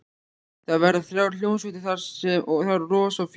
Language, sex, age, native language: Icelandic, male, 14, Icelandic